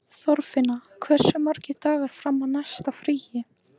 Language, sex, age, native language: Icelandic, female, 14, Icelandic